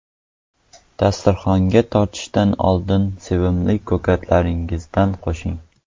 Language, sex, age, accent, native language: Uzbek, male, 12-17, Qoraqalpog'iston, Uzbek